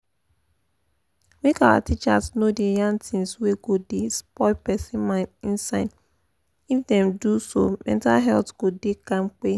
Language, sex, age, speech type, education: Nigerian Pidgin, female, 15-29, spontaneous, tertiary